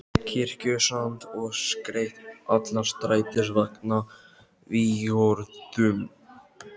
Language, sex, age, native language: Icelandic, male, 12, Icelandic